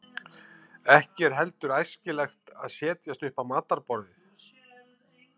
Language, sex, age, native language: Icelandic, male, 50-59, Icelandic